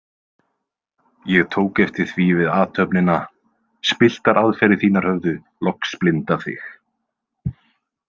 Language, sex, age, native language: Icelandic, male, 20-29, Icelandic